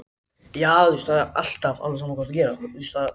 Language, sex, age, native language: Icelandic, other, 60-69, Icelandic